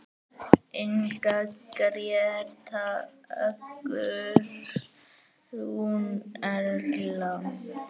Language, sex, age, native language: Icelandic, male, 9, Icelandic